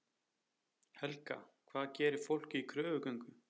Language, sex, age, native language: Icelandic, male, 30-39, Icelandic